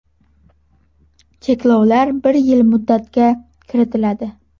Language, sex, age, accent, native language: Uzbek, female, under 19, Toshkent shahri, Uzbek